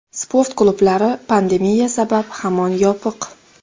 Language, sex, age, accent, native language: Uzbek, female, 19-29, Xorazm, Uzbek